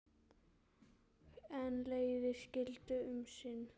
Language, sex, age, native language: Icelandic, male, 10, Icelandic